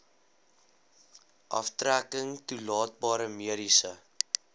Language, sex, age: Afrikaans, male, 20